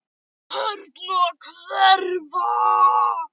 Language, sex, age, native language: Icelandic, male, 9, Icelandic